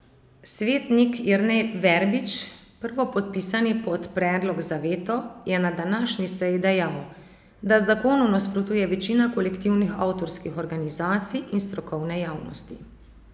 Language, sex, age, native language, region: Slovenian, female, 30-49, Slovenian, Savinja region